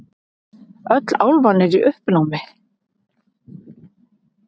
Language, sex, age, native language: Icelandic, male, 40-49, Icelandic